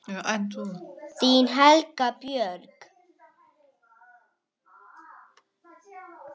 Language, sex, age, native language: Icelandic, female, 8, Icelandic